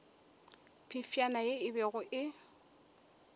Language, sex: Northern Sotho, female